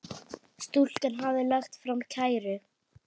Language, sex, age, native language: Icelandic, female, 8, Icelandic